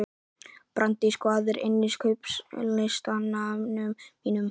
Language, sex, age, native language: Icelandic, male, 11, Icelandic